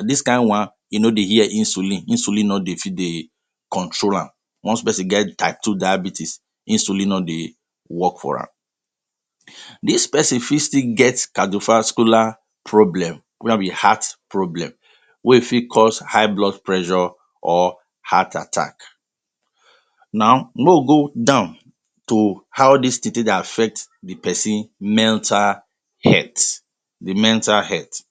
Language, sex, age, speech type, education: Nigerian Pidgin, male, 30-45, spontaneous, tertiary